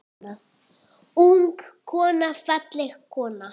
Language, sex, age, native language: Icelandic, female, 8, Icelandic